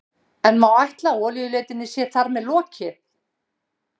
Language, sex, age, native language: Icelandic, female, 60-69, Icelandic